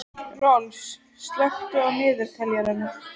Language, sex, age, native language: Icelandic, female, 13, Icelandic